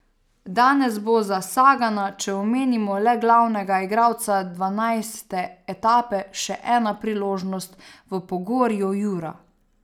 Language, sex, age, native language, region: Slovenian, female, 30-49, Slovenian, Savinja region